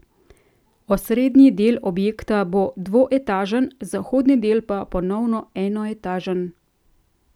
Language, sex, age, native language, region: Slovenian, female, 30-49, Slovenian, Central Slovenia